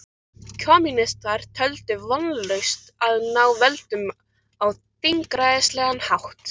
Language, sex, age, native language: Icelandic, other, 13, Icelandic